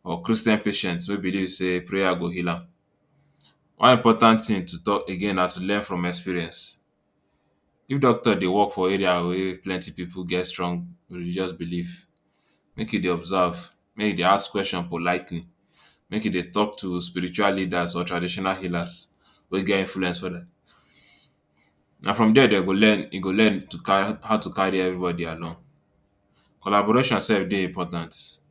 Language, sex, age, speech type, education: Nigerian Pidgin, male, 15-29, spontaneous, tertiary